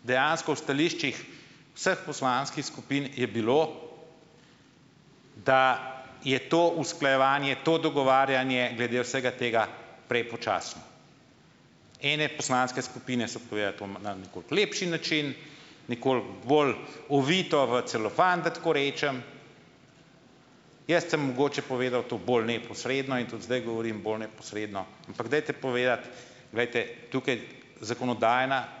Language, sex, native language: Slovenian, male, Slovenian